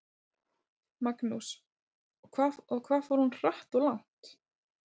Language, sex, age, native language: Icelandic, female, 30-39, Icelandic